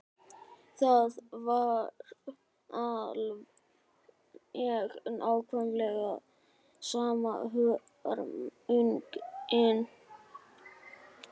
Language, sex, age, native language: Icelandic, male, 12, Icelandic